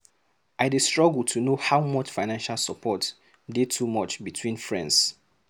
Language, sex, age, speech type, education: Nigerian Pidgin, male, 15-29, read, secondary